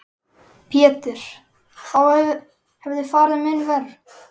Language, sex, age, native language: Icelandic, male, 11, Icelandic